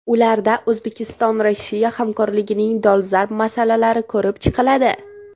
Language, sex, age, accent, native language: Uzbek, female, 18-24, Toshkent shahri, Uzbek